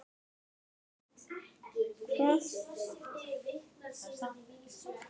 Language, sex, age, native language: Icelandic, female, 10, Icelandic